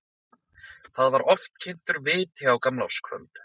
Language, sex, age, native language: Icelandic, male, 20-29, Icelandic